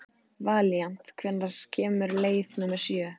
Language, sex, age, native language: Icelandic, female, 14, Icelandic